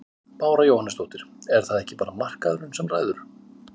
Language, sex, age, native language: Icelandic, male, 50-59, Icelandic